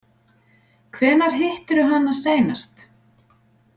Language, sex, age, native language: Icelandic, female, 40-49, Icelandic